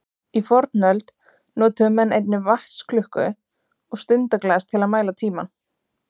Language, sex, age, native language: Icelandic, female, 20-29, Icelandic